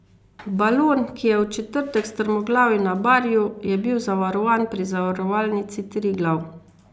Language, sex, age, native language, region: Slovenian, female, 50-59, Slovenian, Carinthia region